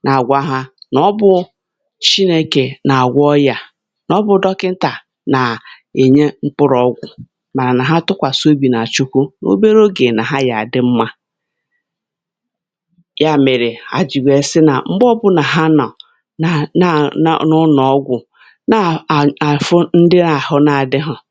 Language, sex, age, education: Igbo, female, 46-60, tertiary